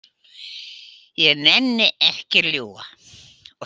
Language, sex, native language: Icelandic, female, Icelandic